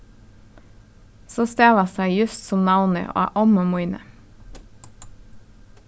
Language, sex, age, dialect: Faroese, female, 15-35, Suðurstreymoy